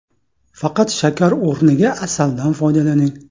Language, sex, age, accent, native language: Uzbek, male, 35+, Toshkent shahri, Uzbek